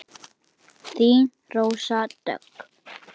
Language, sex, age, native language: Icelandic, male, 8, Icelandic